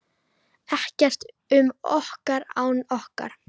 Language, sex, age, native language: Icelandic, female, 10, Icelandic